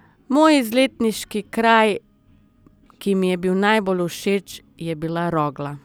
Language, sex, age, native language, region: Slovenian, female, 30-49, Slovenian, Southeast Slovenia